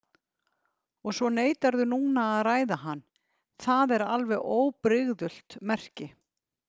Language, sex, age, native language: Icelandic, female, 50-59, Icelandic